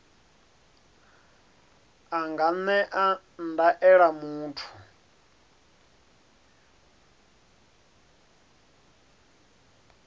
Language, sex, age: Venda, male, 30